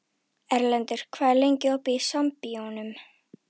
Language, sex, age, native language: Icelandic, female, 11, Icelandic